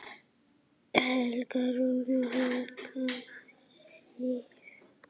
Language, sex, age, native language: Icelandic, male, 8, Icelandic